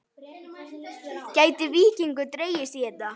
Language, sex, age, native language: Icelandic, male, 9, Icelandic